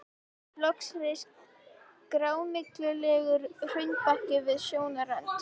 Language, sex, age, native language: Icelandic, female, 11, Icelandic